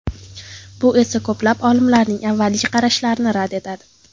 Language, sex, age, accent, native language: Uzbek, female, under 19, Toshkent viloyati, Uzbek